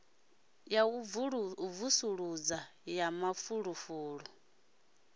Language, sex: Venda, male